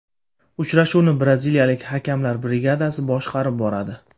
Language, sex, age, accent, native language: Uzbek, male, 25-34, Surxondaryo, Uzbek